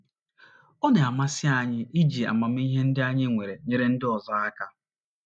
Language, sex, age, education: Igbo, male, 30-45, tertiary